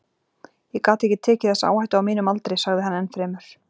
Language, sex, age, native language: Icelandic, female, 40-49, Icelandic